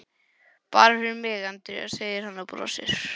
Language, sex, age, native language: Icelandic, male, 11, English